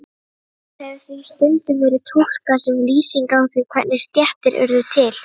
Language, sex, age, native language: Icelandic, female, 30-39, Icelandic